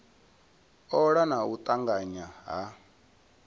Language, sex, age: Venda, male, 22